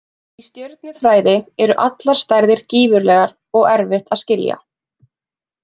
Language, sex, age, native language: Icelandic, female, 20-29, Icelandic